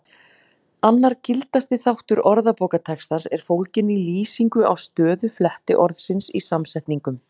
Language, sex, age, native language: Icelandic, female, 40-49, Icelandic